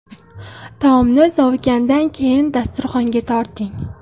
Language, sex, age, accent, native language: Uzbek, female, under 19, Toshkent viloyati, Uzbek